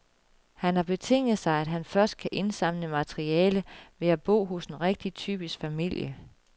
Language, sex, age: Danish, female, 36